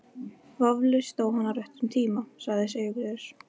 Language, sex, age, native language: Icelandic, female, 13, Icelandic